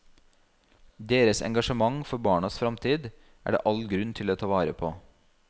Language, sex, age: Norwegian, male, 32